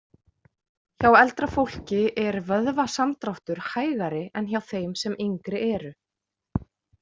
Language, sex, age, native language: Icelandic, female, 40-49, Icelandic